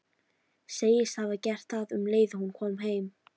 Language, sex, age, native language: Icelandic, female, 13, Icelandic